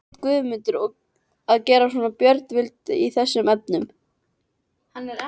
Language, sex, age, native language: Icelandic, female, 13, Icelandic